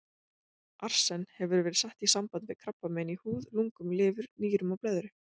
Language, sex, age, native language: Icelandic, female, 20-29, Icelandic